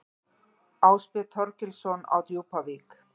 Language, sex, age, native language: Icelandic, female, 40-49, Icelandic